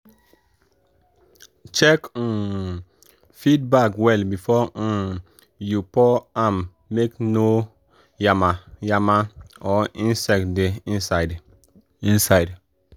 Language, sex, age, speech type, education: Nigerian Pidgin, male, 15-29, spontaneous, tertiary